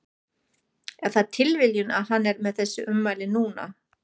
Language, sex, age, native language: Icelandic, female, 40-49, German